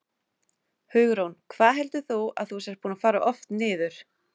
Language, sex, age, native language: Icelandic, female, 30-39, Icelandic